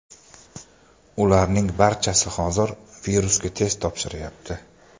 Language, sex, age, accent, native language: Uzbek, male, 25-34, Toshkent shahri, Uzbek